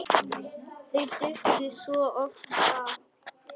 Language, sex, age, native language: Icelandic, male, 10, Icelandic